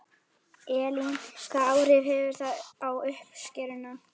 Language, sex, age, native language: Icelandic, female, 11, Icelandic